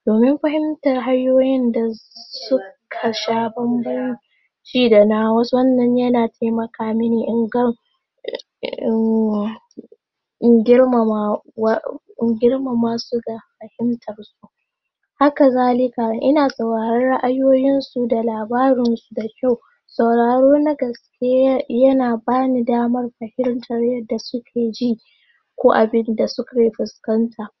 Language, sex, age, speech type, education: Hausa, female, 15-29, spontaneous, tertiary